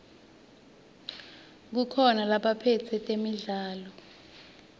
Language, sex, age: Swati, female, 21